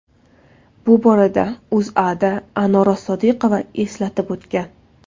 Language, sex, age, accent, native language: Uzbek, female, 19-29, Toshkent viloyati, Uzbek